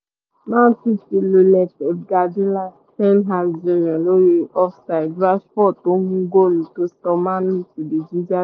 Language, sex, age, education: Yoruba, female, 15-29, secondary